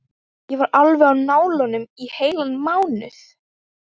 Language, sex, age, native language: Icelandic, female, 12, Icelandic